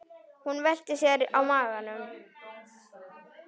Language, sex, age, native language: Icelandic, male, 9, Icelandic